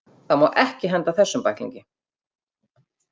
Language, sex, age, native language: Icelandic, female, 50-59, Icelandic